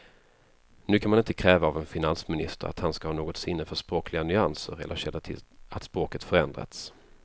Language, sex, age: Swedish, male, 33